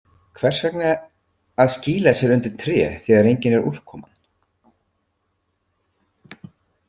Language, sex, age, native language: Icelandic, male, 50-59, Icelandic